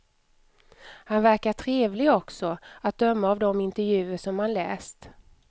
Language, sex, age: Swedish, female, 44